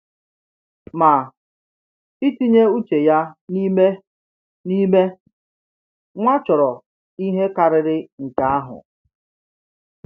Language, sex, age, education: Igbo, male, 30-45, tertiary